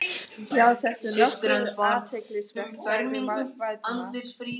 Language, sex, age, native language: Icelandic, female, 18-19, German